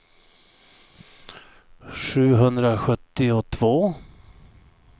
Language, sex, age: Swedish, male, 59